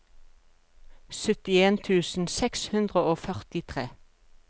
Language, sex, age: Norwegian, female, 42